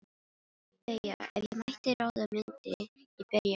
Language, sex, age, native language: Icelandic, female, 18-19, Filipino